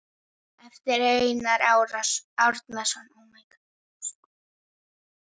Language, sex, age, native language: Icelandic, female, 9, Icelandic